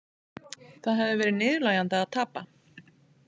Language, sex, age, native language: Icelandic, female, 30-39, Icelandic